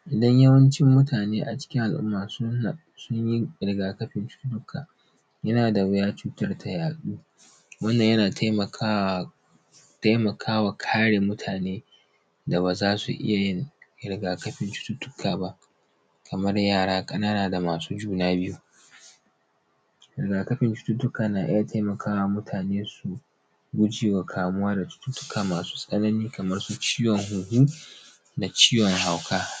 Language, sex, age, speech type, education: Hausa, male, 15-29, spontaneous, tertiary